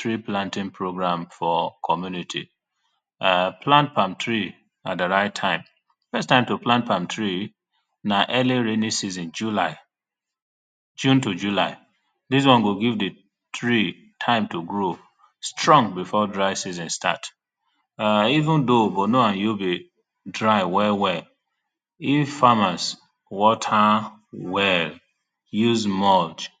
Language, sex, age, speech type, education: Nigerian Pidgin, male, 30-45, spontaneous, tertiary